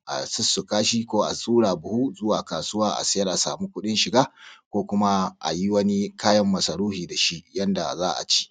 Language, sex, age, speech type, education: Hausa, male, 30-45, spontaneous, tertiary